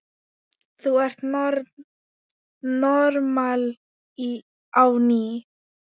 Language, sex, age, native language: Icelandic, female, 10, Thai